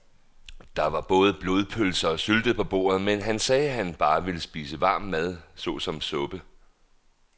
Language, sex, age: Danish, male, 39